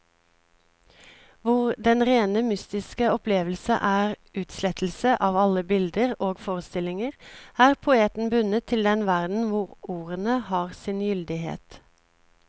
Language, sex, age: Norwegian, female, 36